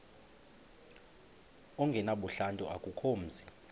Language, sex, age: Xhosa, male, 20